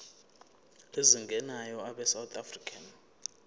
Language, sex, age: Zulu, male, 24